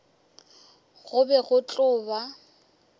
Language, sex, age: Northern Sotho, female, 23